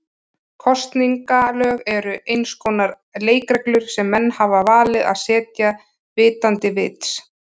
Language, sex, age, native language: Icelandic, female, 30-39, Icelandic